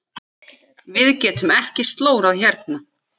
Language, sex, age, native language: Icelandic, male, 9, Icelandic